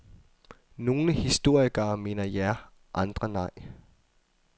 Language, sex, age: Danish, male, 24